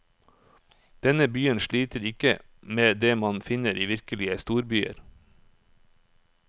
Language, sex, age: Norwegian, male, 44